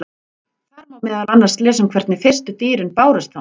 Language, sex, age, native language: Icelandic, female, 40-49, Icelandic